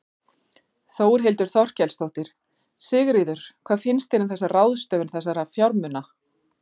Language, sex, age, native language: Icelandic, female, 40-49, Icelandic